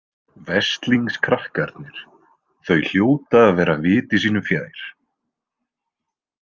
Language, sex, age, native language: Icelandic, male, 20-29, Icelandic